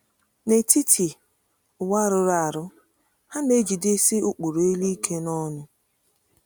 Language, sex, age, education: Igbo, female, 30-45, tertiary